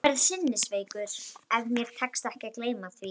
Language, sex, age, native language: Icelandic, female, 12, Icelandic